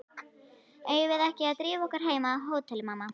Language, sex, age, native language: Icelandic, female, 11, Icelandic